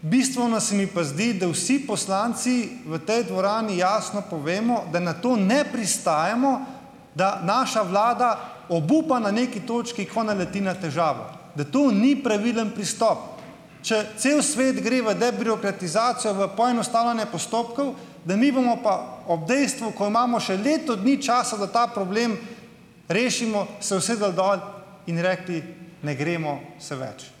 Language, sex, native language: Slovenian, male, Slovenian